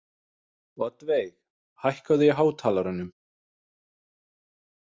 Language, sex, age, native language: Icelandic, male, 30-39, Danish